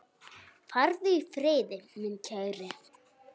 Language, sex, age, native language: Icelandic, female, 9, Icelandic